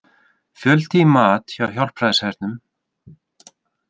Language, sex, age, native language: Icelandic, male, 30-39, Icelandic